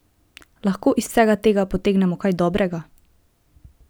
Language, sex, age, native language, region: Slovenian, female, 18-29, Slovenian, Drava region